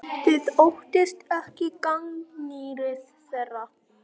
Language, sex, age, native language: Icelandic, male, 9, Icelandic